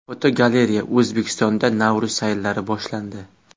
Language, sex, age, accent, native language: Uzbek, male, 18-24, Toshkent viloyati, Uzbek